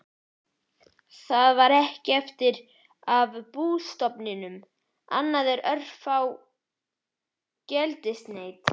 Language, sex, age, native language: Icelandic, male, 11, Icelandic